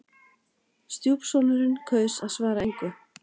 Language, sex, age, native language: Icelandic, female, 40-49, Icelandic